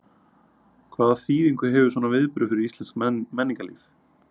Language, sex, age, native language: Icelandic, male, 30-39, Icelandic